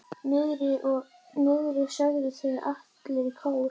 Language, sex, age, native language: Icelandic, female, 11, Icelandic